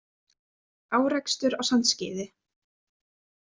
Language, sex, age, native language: Icelandic, female, 20-29, Icelandic